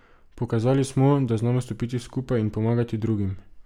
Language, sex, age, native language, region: Slovenian, male, 18-29, Slovenian, Drava region